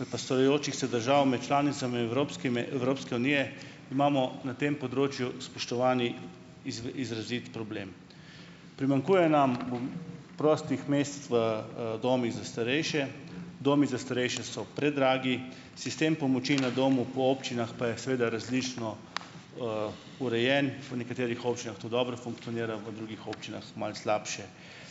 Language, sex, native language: Slovenian, male, Slovenian